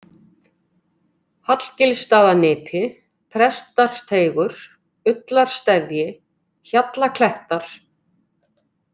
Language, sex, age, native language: Icelandic, female, 50-59, Icelandic